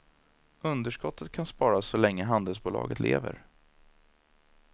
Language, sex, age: Swedish, male, 30